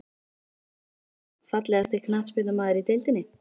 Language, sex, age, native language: Icelandic, female, 13, Icelandic